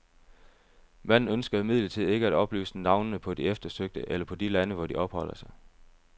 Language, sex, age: Danish, male, 30